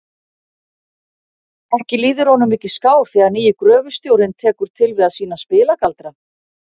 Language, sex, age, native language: Icelandic, female, 50-59, Icelandic